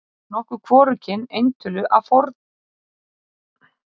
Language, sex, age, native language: Icelandic, female, 30-39, Icelandic